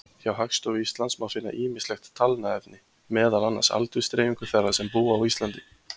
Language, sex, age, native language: Icelandic, male, 20-29, Icelandic